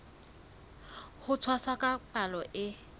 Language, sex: Southern Sotho, female